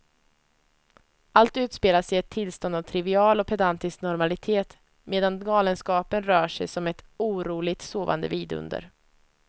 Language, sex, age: Swedish, female, 25